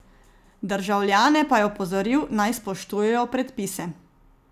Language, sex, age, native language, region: Slovenian, female, 30-49, Slovenian, Zasavska region